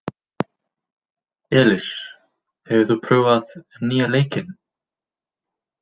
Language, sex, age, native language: Icelandic, male, 20-29, Icelandic